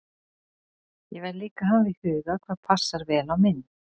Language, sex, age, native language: Icelandic, female, 40-49, Icelandic